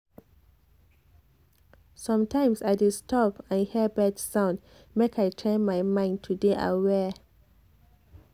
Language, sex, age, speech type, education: Nigerian Pidgin, female, 15-29, spontaneous, tertiary